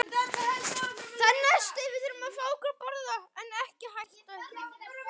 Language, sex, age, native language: Icelandic, male, 9, Icelandic